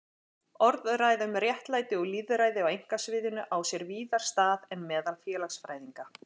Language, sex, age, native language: Icelandic, female, 40-49, Icelandic